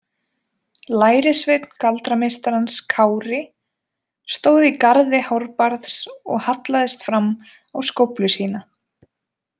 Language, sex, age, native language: Icelandic, female, 20-29, Icelandic